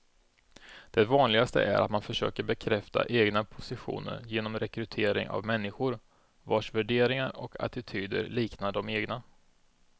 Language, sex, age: Swedish, male, 32